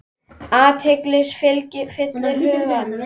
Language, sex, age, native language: Icelandic, male, 10, Icelandic